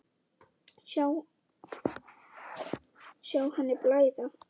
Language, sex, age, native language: Icelandic, female, 10, Icelandic